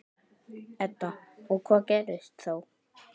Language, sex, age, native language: Icelandic, male, 10, Icelandic